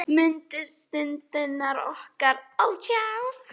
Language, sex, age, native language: Icelandic, male, 18-19, Icelandic